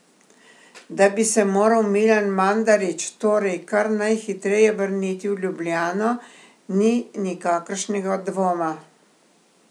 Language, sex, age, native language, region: Slovenian, female, 60+, Slovenian, Primorsko-notranjska region